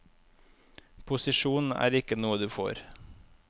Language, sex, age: Norwegian, male, 25